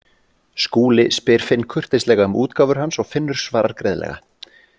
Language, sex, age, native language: Icelandic, male, 40-49, Icelandic